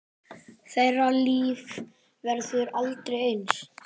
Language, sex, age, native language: Icelandic, male, 10, Icelandic